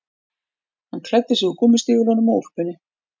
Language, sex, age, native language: Icelandic, female, 40-49, Icelandic